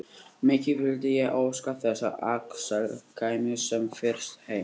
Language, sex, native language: Icelandic, male, Icelandic